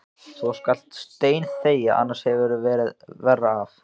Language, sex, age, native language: Icelandic, male, 14, Icelandic